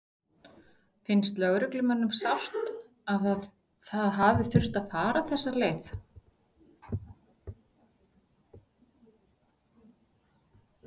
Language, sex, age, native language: Icelandic, female, 40-49, Icelandic